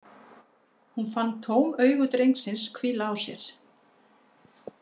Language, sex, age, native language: Icelandic, female, 50-59, Icelandic